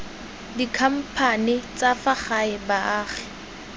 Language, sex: Tswana, female